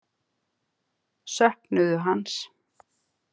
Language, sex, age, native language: Icelandic, female, 50-59, Icelandic